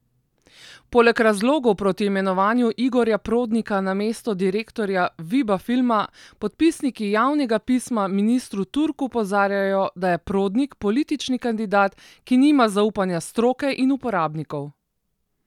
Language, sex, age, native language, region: Slovenian, female, 30-49, Slovenian, Southeast Slovenia